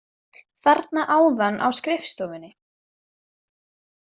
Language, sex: Icelandic, female